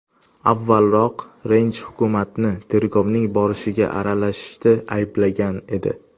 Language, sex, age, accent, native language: Uzbek, male, under 19, Toshkent shahri, Uzbek